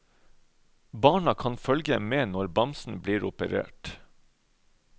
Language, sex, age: Norwegian, male, 31